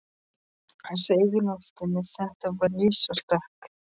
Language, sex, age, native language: Icelandic, male, 13, Polish